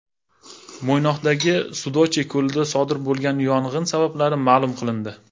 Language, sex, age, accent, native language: Uzbek, male, 19-29, Jizzax, Uzbek